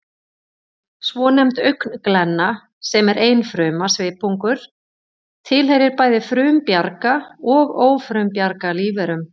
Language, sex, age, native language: Icelandic, female, 40-49, Icelandic